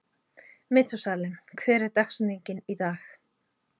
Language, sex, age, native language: Icelandic, female, 30-39, Icelandic